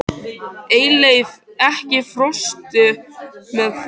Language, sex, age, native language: Icelandic, other, 13, Icelandic